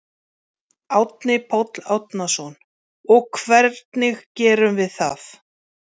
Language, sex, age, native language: Icelandic, female, 40-49, Icelandic